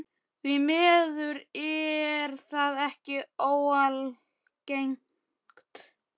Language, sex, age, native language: Icelandic, male, 12, Icelandic